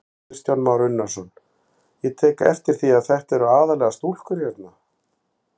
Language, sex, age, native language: Icelandic, male, 50-59, Icelandic